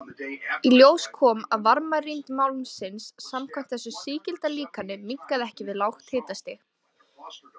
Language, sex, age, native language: Icelandic, female, 20-29, Icelandic